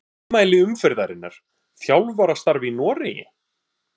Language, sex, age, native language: Icelandic, male, 30-39, Icelandic